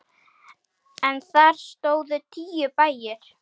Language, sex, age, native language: Icelandic, female, 9, Icelandic